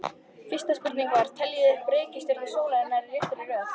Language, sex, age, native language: Icelandic, female, 14, Icelandic